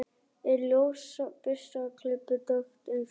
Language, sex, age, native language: Icelandic, other, 11, Icelandic